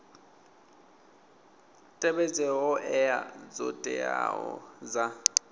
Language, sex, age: Venda, male, 20